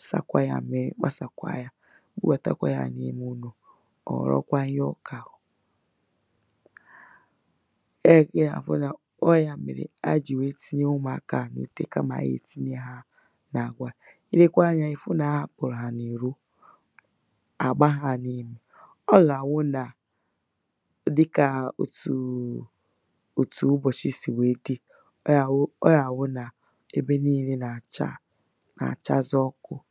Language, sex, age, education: Igbo, female, 15-29, tertiary